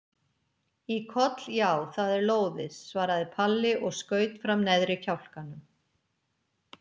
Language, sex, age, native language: Icelandic, female, 50-59, Icelandic